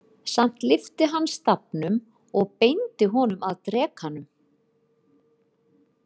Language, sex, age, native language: Icelandic, female, 50-59, Icelandic